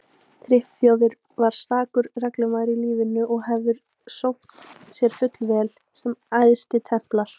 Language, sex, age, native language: Icelandic, female, 18-19, Icelandic